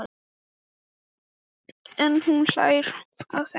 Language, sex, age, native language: Icelandic, male, 12, Icelandic